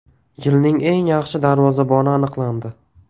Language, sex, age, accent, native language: Uzbek, male, 18-24, Toshkent viloyati, Uzbek